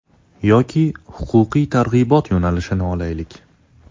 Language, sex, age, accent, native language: Uzbek, male, 19-29, Toshkent shahri, Uzbek